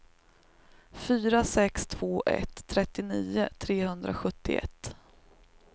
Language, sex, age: Swedish, female, 38